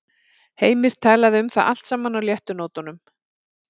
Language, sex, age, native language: Icelandic, female, 40-49, Icelandic